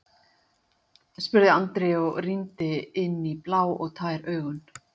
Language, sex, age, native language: Icelandic, female, 50-59, Icelandic